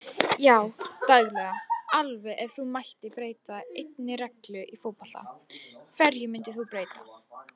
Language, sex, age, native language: Icelandic, female, 18-19, Icelandic